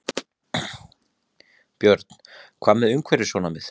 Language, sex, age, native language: Icelandic, male, 30-39, Icelandic